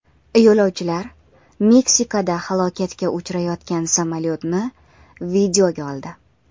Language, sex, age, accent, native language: Uzbek, female, under 19, Andijon, Uzbek